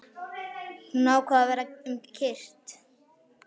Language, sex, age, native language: Icelandic, male, 11, Icelandic